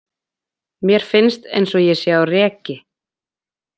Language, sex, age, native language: Icelandic, female, 20-29, Icelandic